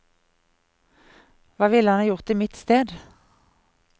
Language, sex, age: Norwegian, female, 50